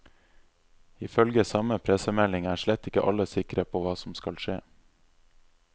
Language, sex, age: Norwegian, male, 26